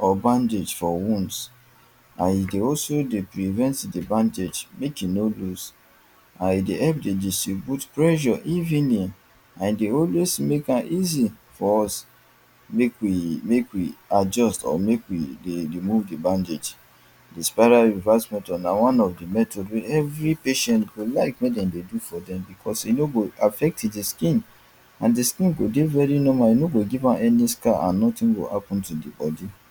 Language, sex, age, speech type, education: Nigerian Pidgin, male, 30-45, spontaneous, tertiary